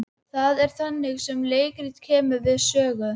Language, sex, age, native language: Icelandic, female, 12, Icelandic